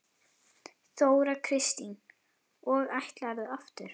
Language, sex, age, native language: Icelandic, female, 10, Icelandic